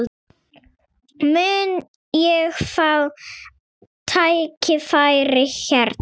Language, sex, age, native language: Icelandic, female, 6, Icelandic